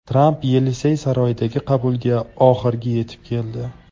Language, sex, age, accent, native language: Uzbek, male, 18-24, Farg'ona, Tajik